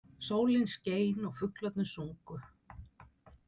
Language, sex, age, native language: Icelandic, female, 60-69, Icelandic